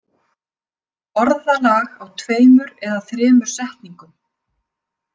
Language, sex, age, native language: Icelandic, female, 50-59, Icelandic